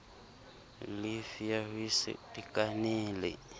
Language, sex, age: Southern Sotho, male, 23